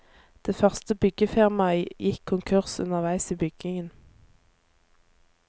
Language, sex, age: Norwegian, female, 24